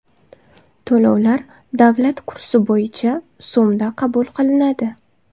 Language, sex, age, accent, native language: Uzbek, female, 19-29, Samarqand, Uzbek